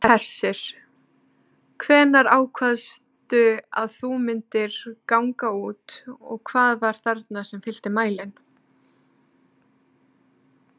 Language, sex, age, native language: Icelandic, female, 30-39, Icelandic